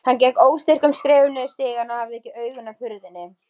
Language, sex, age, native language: Icelandic, female, 20-29, Icelandic